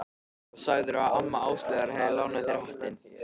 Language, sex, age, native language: Icelandic, male, 13, Icelandic